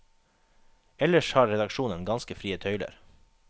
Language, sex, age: Norwegian, male, 21